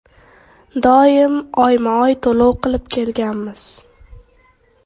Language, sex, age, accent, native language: Uzbek, female, 12-17, Toshkent viloyati, Uzbek